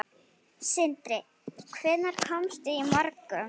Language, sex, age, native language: Icelandic, female, 8, Icelandic